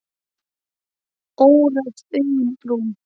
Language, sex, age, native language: Icelandic, female, 8, Icelandic